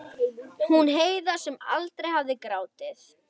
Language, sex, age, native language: Icelandic, male, 12, Icelandic